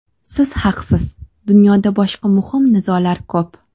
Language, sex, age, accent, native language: Uzbek, female, 18-24, Sirdaryo, Uzbek